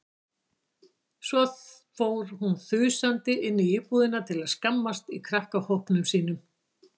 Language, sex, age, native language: Icelandic, female, 60-69, Icelandic